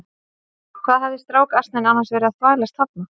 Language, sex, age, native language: Icelandic, female, 30-39, Icelandic